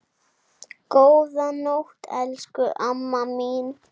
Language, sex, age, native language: Icelandic, female, 7, Icelandic